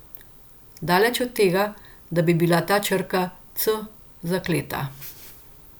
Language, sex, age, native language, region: Slovenian, female, 50-59, Slovenian, Central Slovenia